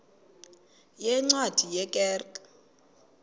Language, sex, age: Xhosa, female, 22